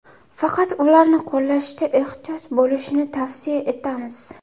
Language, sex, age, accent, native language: Uzbek, female, 18-24, Buxoro, Uzbek